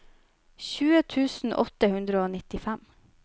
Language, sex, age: Norwegian, female, 25